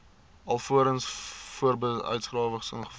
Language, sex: Afrikaans, male